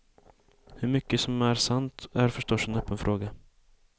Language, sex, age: Swedish, male, 18